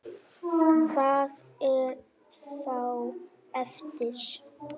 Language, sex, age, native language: Icelandic, female, 8, Icelandic